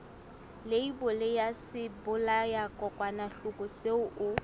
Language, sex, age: Southern Sotho, female, 19